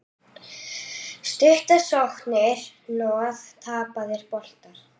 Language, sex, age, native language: Icelandic, female, 8, Icelandic